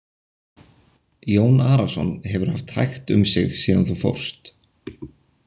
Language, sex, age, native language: Icelandic, male, 20-29, Icelandic